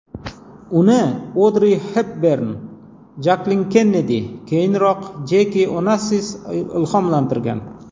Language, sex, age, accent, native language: Uzbek, male, 40-49, Jizzax, Uzbek